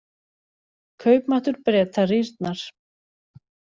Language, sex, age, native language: Icelandic, female, 40-49, Icelandic